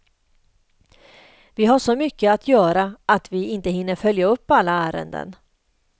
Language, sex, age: Swedish, female, 38